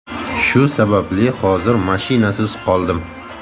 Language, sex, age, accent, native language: Uzbek, male, 18-24, Andijon, Uzbek